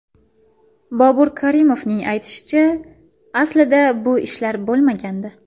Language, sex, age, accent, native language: Uzbek, female, 18-24, Farg'ona, Uzbek